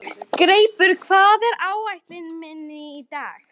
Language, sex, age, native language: Icelandic, female, 11, Icelandic